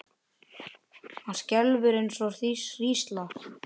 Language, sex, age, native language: Icelandic, male, 10, Icelandic